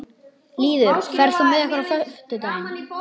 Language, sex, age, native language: Icelandic, male, 11, Icelandic